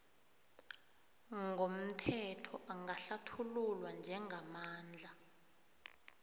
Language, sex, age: South Ndebele, female, 21